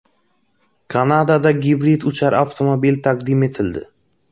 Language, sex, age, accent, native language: Uzbek, male, 25-34, Xorazm, Uzbek